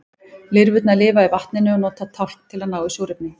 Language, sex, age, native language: Icelandic, female, 20-29, Icelandic